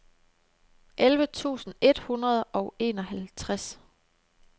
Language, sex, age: Danish, female, 29